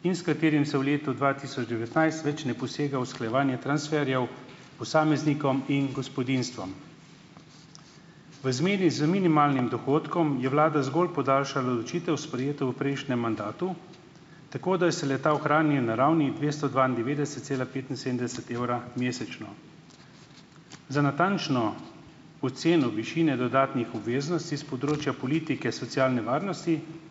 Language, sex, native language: Slovenian, male, Slovenian